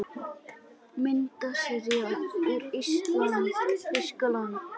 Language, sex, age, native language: Icelandic, male, 18-19, Icelandic